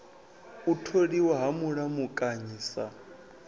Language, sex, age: Venda, male, 21